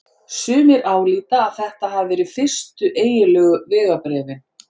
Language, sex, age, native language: Icelandic, female, 40-49, Icelandic